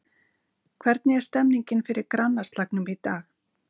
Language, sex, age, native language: Icelandic, female, 50-59, Icelandic